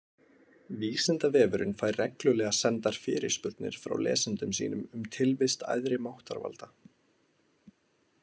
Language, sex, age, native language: Icelandic, male, 20-29, Icelandic